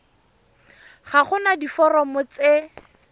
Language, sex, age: Tswana, female, 31